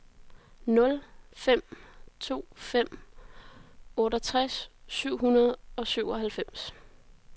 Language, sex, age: Danish, female, 33